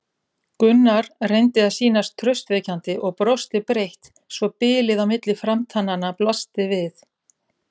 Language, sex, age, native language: Icelandic, female, 30-39, Icelandic